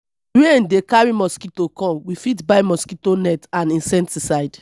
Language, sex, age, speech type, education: Nigerian Pidgin, female, 30-45, spontaneous, tertiary